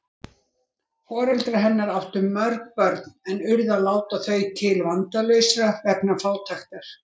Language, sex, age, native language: Icelandic, female, 60-69, Icelandic